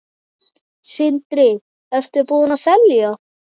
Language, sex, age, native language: Icelandic, male, 9, Icelandic